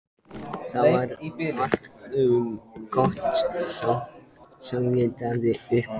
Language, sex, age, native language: Icelandic, male, 14, Icelandic